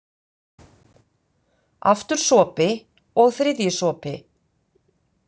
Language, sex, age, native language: Icelandic, female, 50-59, Icelandic